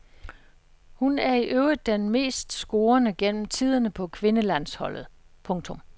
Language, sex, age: Danish, female, 66